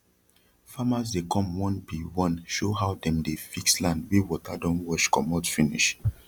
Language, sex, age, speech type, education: Nigerian Pidgin, male, 30-45, spontaneous, tertiary